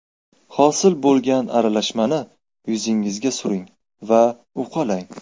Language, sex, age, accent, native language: Uzbek, male, 18-24, Farg'ona, Uzbek